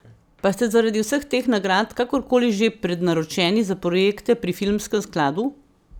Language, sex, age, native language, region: Slovenian, female, 50-59, Slovenian, Central Slovenia